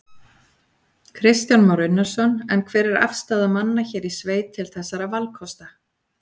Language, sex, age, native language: Icelandic, female, 40-49, Icelandic